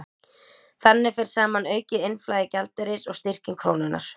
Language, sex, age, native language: Icelandic, female, 20-29, Icelandic